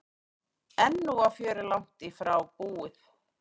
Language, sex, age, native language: Icelandic, female, 30-39, Icelandic